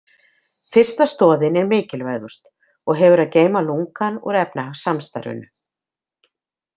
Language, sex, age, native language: Icelandic, female, 50-59, Icelandic